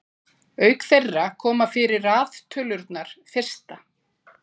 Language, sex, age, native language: Icelandic, female, 40-49, Icelandic